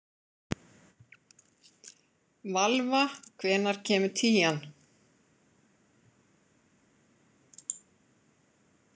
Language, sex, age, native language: Icelandic, female, 40-49, Icelandic